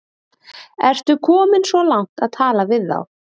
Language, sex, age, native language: Icelandic, female, 30-39, Icelandic